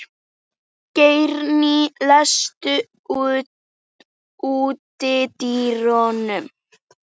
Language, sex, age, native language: Icelandic, female, 11, Icelandic